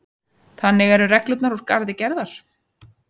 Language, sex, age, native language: Icelandic, female, 30-39, Icelandic